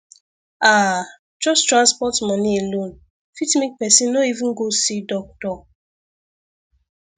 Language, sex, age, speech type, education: Nigerian Pidgin, female, 15-29, spontaneous, secondary